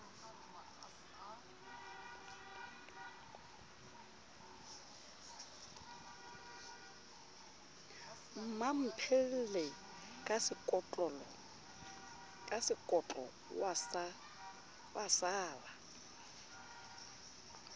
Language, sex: Southern Sotho, female